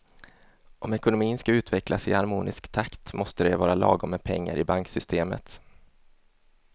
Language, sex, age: Swedish, male, 27